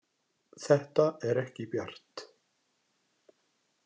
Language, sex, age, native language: Icelandic, male, 60-69, Icelandic